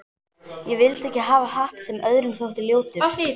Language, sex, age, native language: Icelandic, female, 12, Icelandic